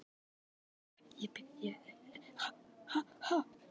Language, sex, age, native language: Icelandic, male, 10, Icelandic